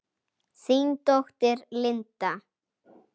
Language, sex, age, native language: Icelandic, female, 8, Icelandic